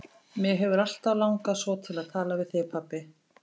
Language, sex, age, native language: Icelandic, female, 50-59, Icelandic